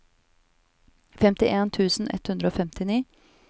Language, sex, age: Norwegian, female, 34